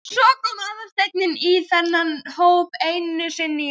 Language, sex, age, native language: Icelandic, female, 12, Icelandic